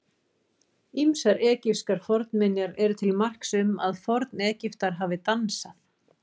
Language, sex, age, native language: Icelandic, female, 40-49, Icelandic